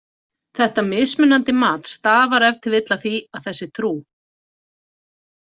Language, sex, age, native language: Icelandic, female, 40-49, Icelandic